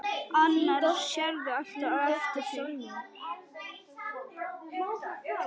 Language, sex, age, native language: Icelandic, female, 10, Icelandic